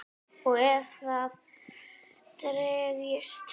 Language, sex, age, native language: Icelandic, female, 8, Icelandic